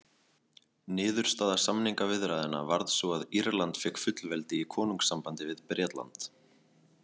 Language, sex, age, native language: Icelandic, male, 20-29, Icelandic